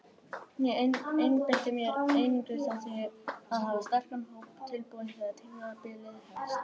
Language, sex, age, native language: Icelandic, female, 18-19, Icelandic